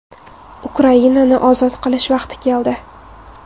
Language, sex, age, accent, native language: Uzbek, female, 19-29, Toshkent viloyati, Uzbek